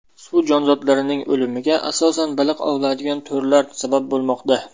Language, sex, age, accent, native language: Uzbek, male, 19-29, Namangan, Uzbek